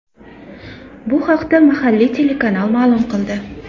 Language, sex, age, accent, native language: Uzbek, female, 35+, Toshkent shahri, Uzbek